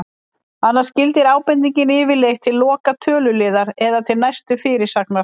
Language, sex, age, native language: Icelandic, female, 50-59, Icelandic